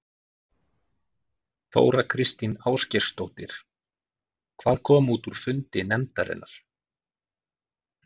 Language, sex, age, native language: Icelandic, male, 40-49, Icelandic